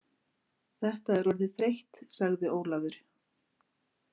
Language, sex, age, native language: Icelandic, female, 50-59, Icelandic